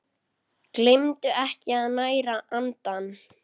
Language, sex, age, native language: Icelandic, female, 10, Icelandic